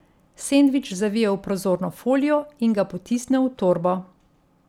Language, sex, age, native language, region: Slovenian, female, 50-59, Slovenian, Central Slovenia